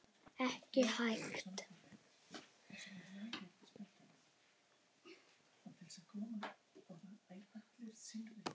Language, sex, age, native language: Icelandic, male, 10, Icelandic